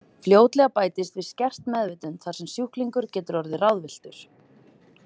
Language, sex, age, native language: Icelandic, female, 30-39, Icelandic